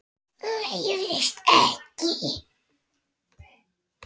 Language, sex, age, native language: Icelandic, male, 9, Icelandic